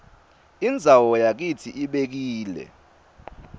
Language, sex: Swati, male